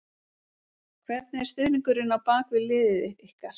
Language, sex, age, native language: Icelandic, female, 30-39, Icelandic